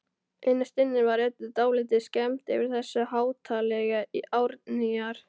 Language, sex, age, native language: Icelandic, male, 12, Icelandic